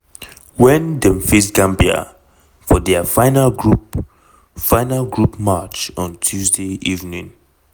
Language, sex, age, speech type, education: Nigerian Pidgin, male, 15-29, spontaneous, tertiary